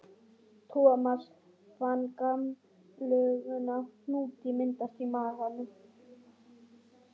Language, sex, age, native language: Icelandic, female, 18-19, Swedish